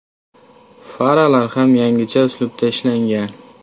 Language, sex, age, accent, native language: Uzbek, male, 18-24, Toshkent viloyati, Uzbek